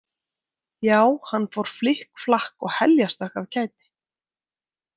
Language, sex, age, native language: Icelandic, female, 20-29, Icelandic